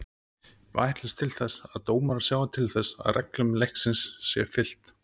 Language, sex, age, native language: Icelandic, male, 30-39, Icelandic